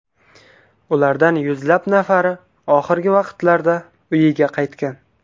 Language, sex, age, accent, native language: Uzbek, male, 19-29, Qashqadaryo, Uzbek